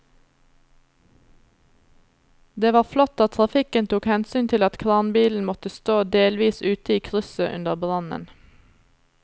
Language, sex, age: Norwegian, female, 27